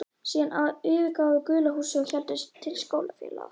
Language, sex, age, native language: Icelandic, female, 11, Icelandic